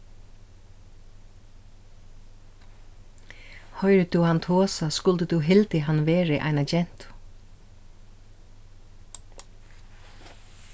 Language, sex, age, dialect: Faroese, female, 36-60, Suðurstreymoy